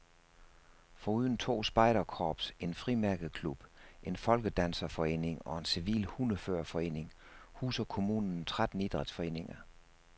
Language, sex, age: Danish, male, 56